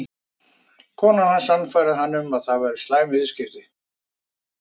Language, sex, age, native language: Icelandic, male, 50-59, Icelandic